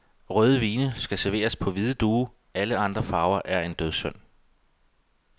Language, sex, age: Danish, male, 32